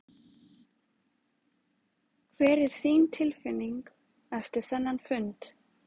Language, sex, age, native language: Icelandic, female, 20-29, Icelandic